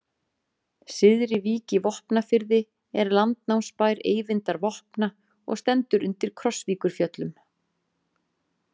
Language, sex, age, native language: Icelandic, female, 30-39, Icelandic